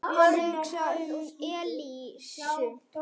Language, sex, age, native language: Icelandic, male, 8, Icelandic